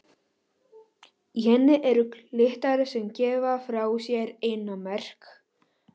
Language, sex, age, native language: Icelandic, male, 11, Polish